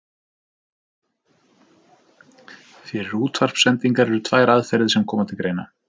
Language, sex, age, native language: Icelandic, male, 30-39, Icelandic